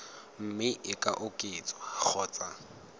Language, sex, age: Tswana, male, 18